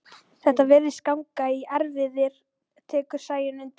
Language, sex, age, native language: Icelandic, female, 12, Icelandic